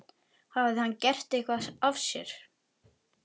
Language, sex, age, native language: Icelandic, male, 11, Icelandic